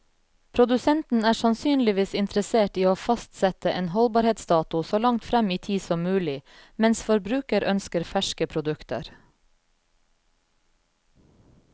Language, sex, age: Norwegian, female, 34